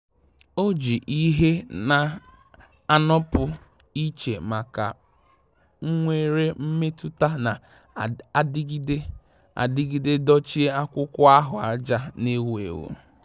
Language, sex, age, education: Igbo, male, 15-29, tertiary